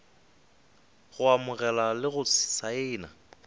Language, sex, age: Northern Sotho, male, 20